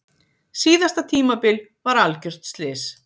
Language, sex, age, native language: Icelandic, female, 50-59, Icelandic